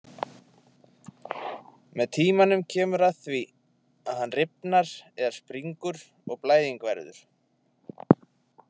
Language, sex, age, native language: Icelandic, male, 20-29, Icelandic